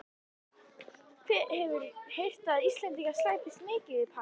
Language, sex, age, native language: Icelandic, female, 11, Icelandic